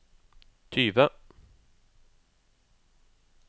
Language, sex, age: Norwegian, male, 36